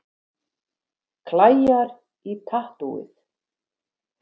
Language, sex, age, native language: Icelandic, female, 50-59, Icelandic